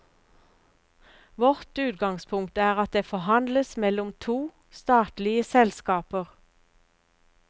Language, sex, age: Norwegian, female, 59